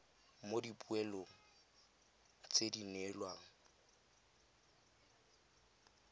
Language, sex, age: Tswana, male, 20